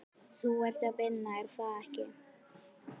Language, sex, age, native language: Icelandic, female, 11, Icelandic